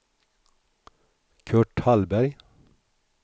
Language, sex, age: Swedish, male, 61